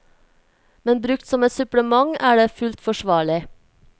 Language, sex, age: Norwegian, female, 24